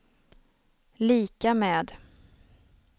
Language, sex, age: Swedish, female, 27